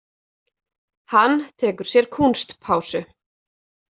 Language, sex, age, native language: Icelandic, female, 20-29, Icelandic